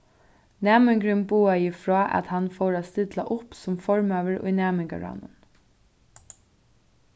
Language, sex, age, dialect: Faroese, female, 15-35, Suðurstreymoy